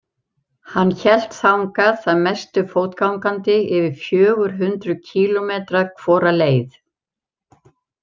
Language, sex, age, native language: Icelandic, female, 70-79, Icelandic